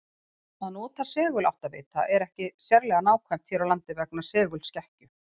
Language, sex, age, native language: Icelandic, female, 40-49, Icelandic